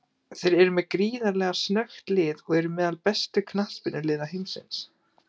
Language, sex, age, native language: Icelandic, male, 18-19, Icelandic